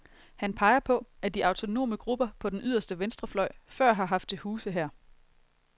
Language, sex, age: Danish, female, 22